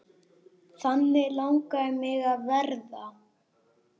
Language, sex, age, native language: Icelandic, male, 10, Icelandic